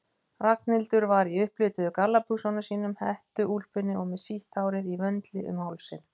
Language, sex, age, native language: Icelandic, female, 50-59, Icelandic